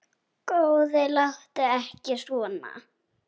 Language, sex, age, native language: Icelandic, female, 10, Icelandic